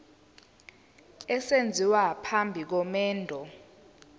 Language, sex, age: Zulu, female, 19